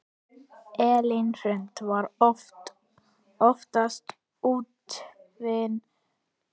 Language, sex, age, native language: Icelandic, female, 10, Icelandic